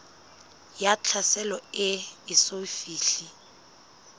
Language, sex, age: Southern Sotho, female, 19